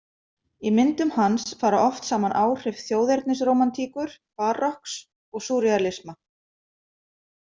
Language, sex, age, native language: Icelandic, female, 50-59, Icelandic